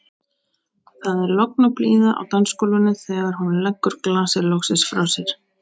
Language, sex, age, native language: Icelandic, female, 18-19, Icelandic